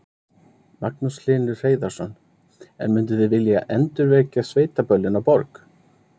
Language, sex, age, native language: Icelandic, male, 30-39, Icelandic